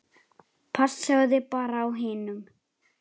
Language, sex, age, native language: Icelandic, male, 7, Icelandic